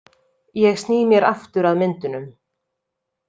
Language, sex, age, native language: Icelandic, female, 30-39, Icelandic